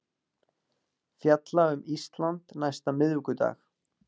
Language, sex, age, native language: Icelandic, male, 40-49, Icelandic